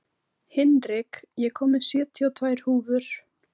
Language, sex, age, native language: Icelandic, female, 18-19, Icelandic